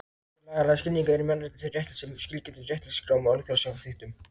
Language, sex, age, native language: Icelandic, other, 18-19, Icelandic